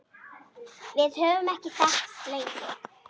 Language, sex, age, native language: Icelandic, female, 8, Icelandic